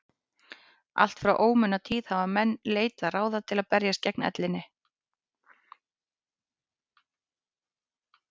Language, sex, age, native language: Icelandic, female, 18-19, Icelandic